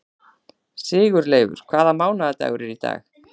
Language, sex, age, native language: Icelandic, female, 40-49, Icelandic